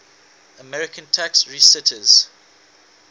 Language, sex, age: English, male, 19